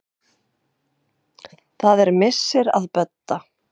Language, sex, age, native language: Icelandic, female, 7, Serbo-Croatian